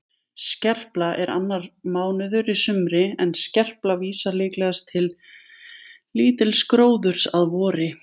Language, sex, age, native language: Icelandic, female, 20-29, Icelandic